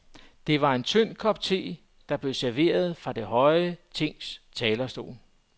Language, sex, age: Danish, male, 44